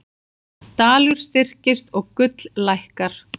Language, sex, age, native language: Icelandic, female, 40-49, Icelandic